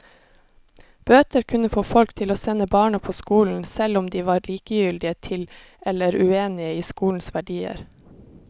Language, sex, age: Norwegian, female, 26